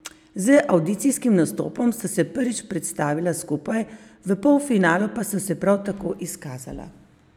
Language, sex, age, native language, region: Slovenian, female, 50-59, Slovenian, Savinja region